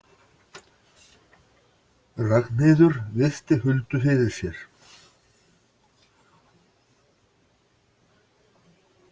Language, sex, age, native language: Icelandic, male, 60-69, Icelandic